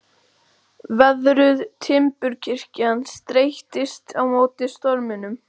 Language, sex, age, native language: Icelandic, male, 12, Icelandic